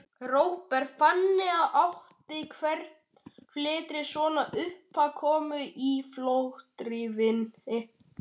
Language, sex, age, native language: Icelandic, male, 12, Icelandic